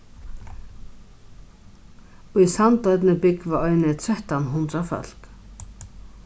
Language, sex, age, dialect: Faroese, female, 36-60, Norðurstreymoy/Eysturoy